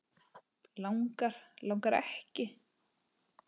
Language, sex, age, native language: Icelandic, female, 10, Icelandic